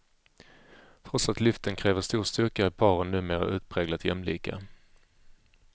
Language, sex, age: Swedish, male, 35